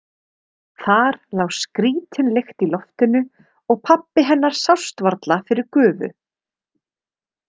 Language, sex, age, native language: Icelandic, female, 30-39, Icelandic